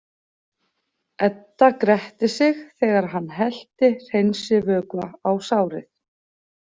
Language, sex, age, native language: Icelandic, female, 40-49, Icelandic